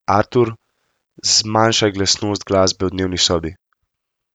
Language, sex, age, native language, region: Slovenian, male, 18-29, Slovenian, Central Slovenia